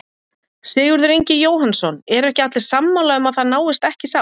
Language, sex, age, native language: Icelandic, female, 40-49, Icelandic